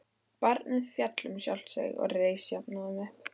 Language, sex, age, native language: Icelandic, female, 13, Icelandic